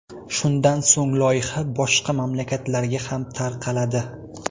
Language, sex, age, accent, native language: Uzbek, male, 19-29, Toshkent viloyati, Uzbek